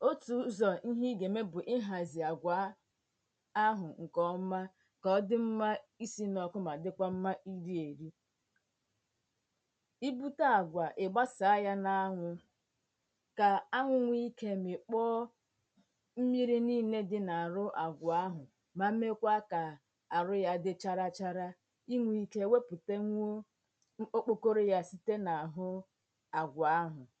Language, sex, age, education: Igbo, female, 30-45, tertiary